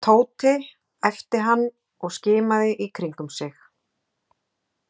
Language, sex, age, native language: Icelandic, female, 40-49, Icelandic